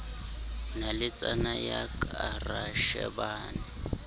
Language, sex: Southern Sotho, male